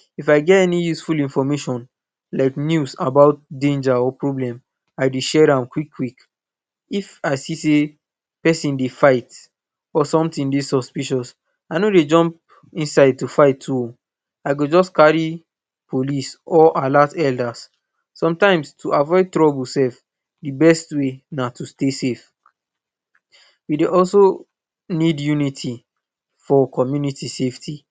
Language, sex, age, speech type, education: Nigerian Pidgin, male, 15-29, spontaneous, tertiary